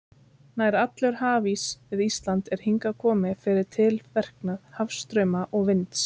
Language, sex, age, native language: Icelandic, female, 30-39, Icelandic